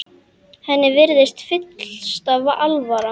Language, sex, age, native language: Icelandic, male, 10, Icelandic